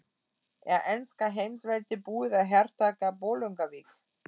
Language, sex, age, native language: Icelandic, female, 40-49, German